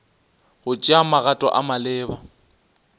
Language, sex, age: Northern Sotho, male, 20